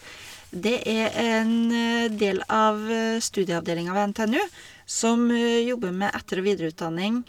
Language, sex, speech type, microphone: Norwegian, female, spontaneous, Shure